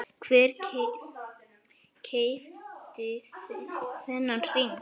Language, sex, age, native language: Icelandic, male, 9, Icelandic